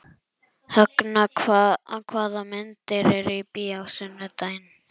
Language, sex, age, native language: Icelandic, male, 11, Icelandic